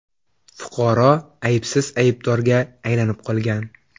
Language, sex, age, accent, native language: Uzbek, male, 18-24, Xorazm, Uzbek